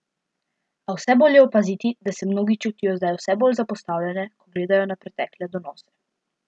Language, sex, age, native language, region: Slovenian, female, 12-17, Slovenian, Central Slovenia